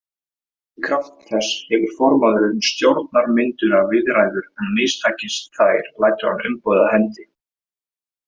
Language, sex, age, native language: Icelandic, male, 18-19, Icelandic